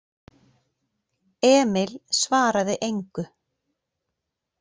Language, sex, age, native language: Icelandic, female, 40-49, Icelandic